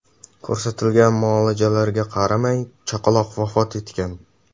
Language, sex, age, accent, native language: Uzbek, male, 12-17, Samarqand, Uzbek